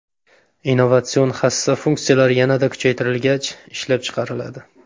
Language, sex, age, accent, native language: Uzbek, male, 25-34, Farg'ona, Uzbek